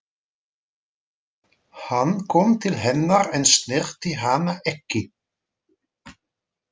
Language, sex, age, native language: Icelandic, male, 40-49, Dutch